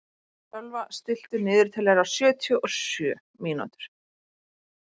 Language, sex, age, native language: Icelandic, female, 30-39, Icelandic